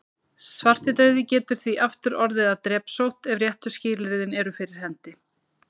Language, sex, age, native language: Icelandic, female, 30-39, Icelandic